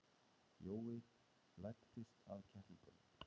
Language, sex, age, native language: Icelandic, male, 30-39, Icelandic